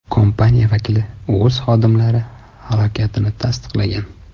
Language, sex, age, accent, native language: Uzbek, male, 25-34, Toshkent shahri, Uzbek